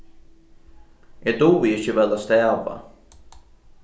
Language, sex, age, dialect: Faroese, male, 15-35, Norðurstreymoy/Eysturoy